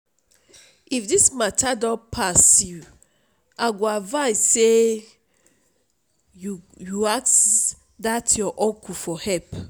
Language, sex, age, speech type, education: Nigerian Pidgin, female, 30-45, spontaneous, tertiary